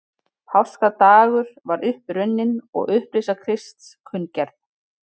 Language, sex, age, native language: Icelandic, female, 30-39, Icelandic